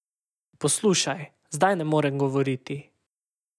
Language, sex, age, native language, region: Slovenian, male, 18-29, Slovenian, Savinja region